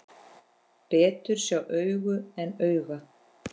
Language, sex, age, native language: Icelandic, female, 10, Icelandic